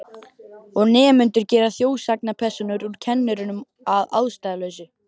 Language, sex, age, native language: Icelandic, male, 12, Icelandic